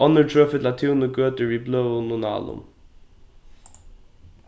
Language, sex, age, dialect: Faroese, male, 15-35, Norðuroyggjar